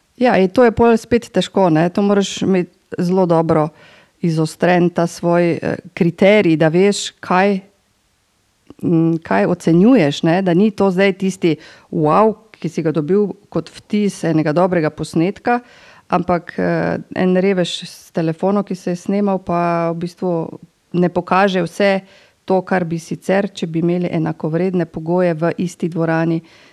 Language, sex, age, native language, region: Slovenian, female, 50-59, Slovenian, Drava region